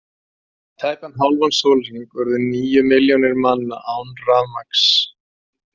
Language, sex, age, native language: Icelandic, male, 40-49, Icelandic